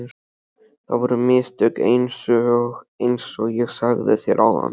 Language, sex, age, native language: Icelandic, male, 13, Icelandic